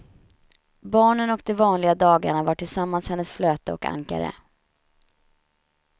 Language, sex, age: Swedish, female, 31